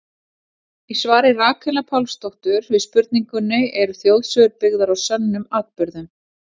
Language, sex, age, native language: Icelandic, female, 40-49, Icelandic